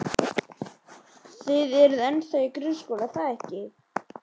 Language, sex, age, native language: Icelandic, male, 11, Icelandic